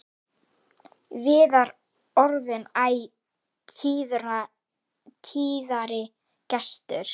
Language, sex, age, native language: Icelandic, female, 10, Icelandic